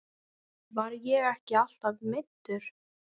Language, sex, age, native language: Icelandic, female, 10, Icelandic